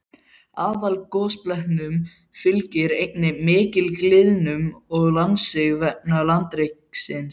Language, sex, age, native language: Icelandic, male, 12, Icelandic